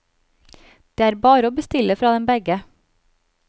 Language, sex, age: Norwegian, female, 36